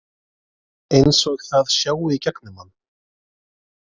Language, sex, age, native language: Icelandic, male, 20-29, Icelandic